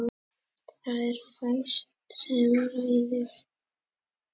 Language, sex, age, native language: Icelandic, male, 10, Icelandic